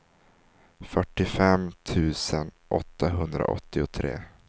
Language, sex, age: Swedish, male, 19